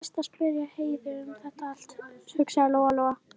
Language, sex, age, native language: Icelandic, female, 11, Icelandic